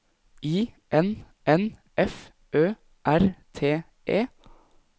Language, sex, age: Norwegian, male, 20